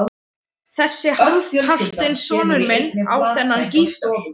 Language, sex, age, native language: Icelandic, male, 13, Icelandic